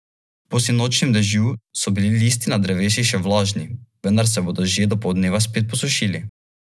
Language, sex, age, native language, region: Slovenian, male, 18-29, Slovenian, Drava region